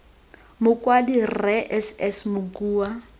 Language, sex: Tswana, female